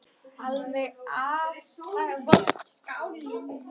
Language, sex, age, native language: Icelandic, female, 10, Icelandic